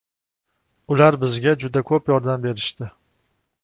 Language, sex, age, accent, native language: Uzbek, male, 25-34, Toshkent shahri, Uzbek